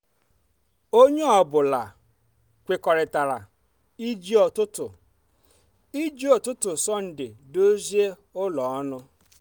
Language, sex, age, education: Igbo, female, 30-45, tertiary